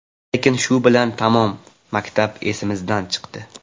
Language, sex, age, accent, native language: Uzbek, male, 18-24, Farg'ona, Uzbek